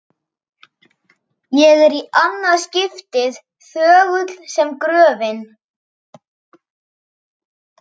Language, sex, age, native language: Icelandic, male, 11, Icelandic